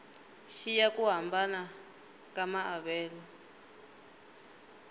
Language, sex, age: Tsonga, female, 19